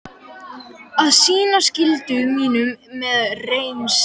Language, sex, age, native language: Icelandic, male, 12, Icelandic